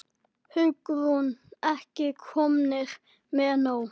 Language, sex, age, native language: Icelandic, male, 10, Icelandic